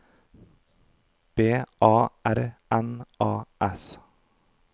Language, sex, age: Norwegian, male, 32